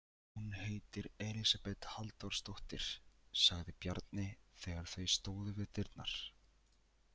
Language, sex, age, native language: Icelandic, male, 20-29, Icelandic